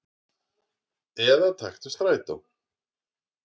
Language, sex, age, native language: Icelandic, male, 40-49, Icelandic